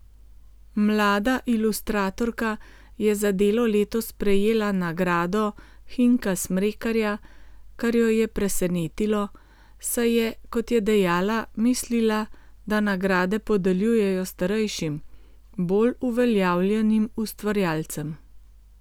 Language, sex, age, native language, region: Slovenian, female, 50-59, Slovenian, Gorenjska region